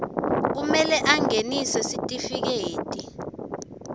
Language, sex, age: Swati, female, 21